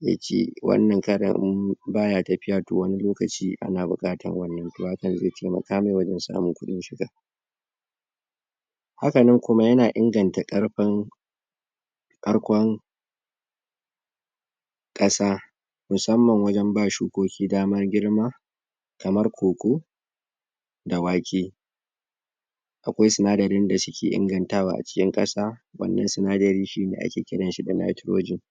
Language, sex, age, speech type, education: Hausa, male, 46-60, spontaneous, tertiary